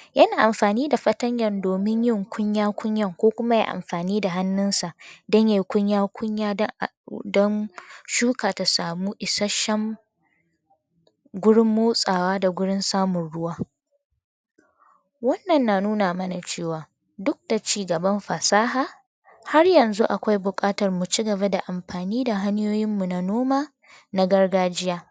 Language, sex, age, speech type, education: Hausa, female, 15-29, spontaneous, tertiary